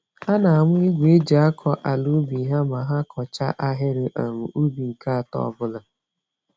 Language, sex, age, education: Igbo, female, 30-45, tertiary